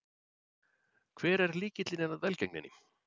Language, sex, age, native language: Icelandic, male, 40-49, Icelandic